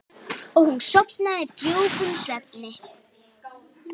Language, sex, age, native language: Icelandic, female, 8, Icelandic